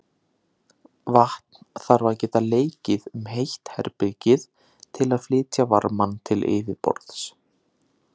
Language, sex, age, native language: Icelandic, male, 30-39, Icelandic